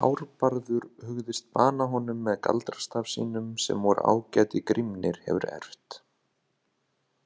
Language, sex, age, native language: Icelandic, male, 30-39, Icelandic